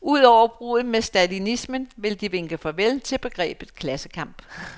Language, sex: Danish, female